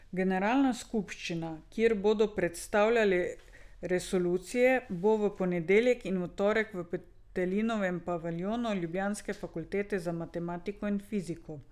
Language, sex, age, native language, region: Slovenian, female, 50-59, Slovenian, Drava region